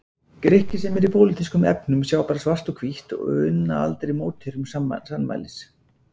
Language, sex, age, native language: Icelandic, male, 40-49, Icelandic